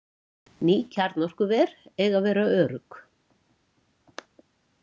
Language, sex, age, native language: Icelandic, female, 70-79, Icelandic